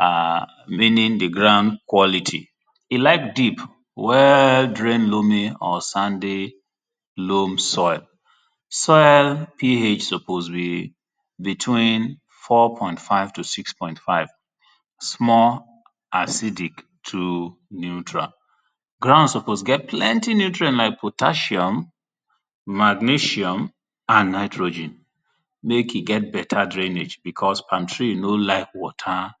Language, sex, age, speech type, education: Nigerian Pidgin, male, 30-45, spontaneous, tertiary